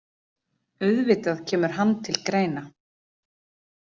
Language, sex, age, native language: Icelandic, female, 40-49, Icelandic